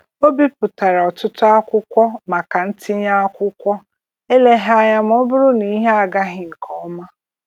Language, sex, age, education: Igbo, female, 30-45, tertiary